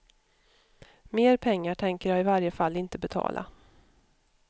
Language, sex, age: Swedish, female, 52